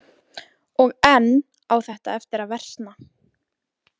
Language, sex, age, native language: Icelandic, female, 20-29, Icelandic